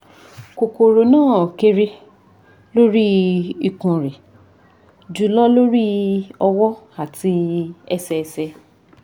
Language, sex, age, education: Yoruba, female, 15-29, tertiary